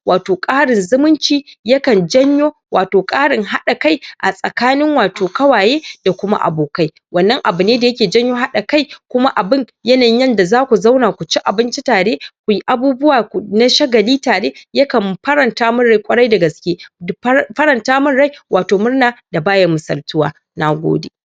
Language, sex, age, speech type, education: Hausa, female, 46-60, spontaneous, tertiary